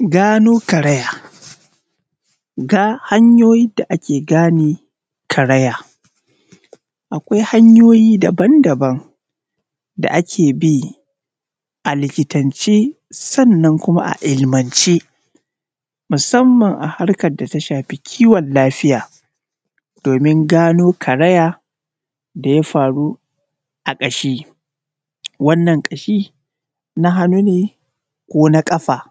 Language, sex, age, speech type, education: Hausa, male, 30-45, spontaneous, primary